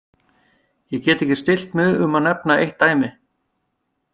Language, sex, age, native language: Icelandic, male, 50-59, Icelandic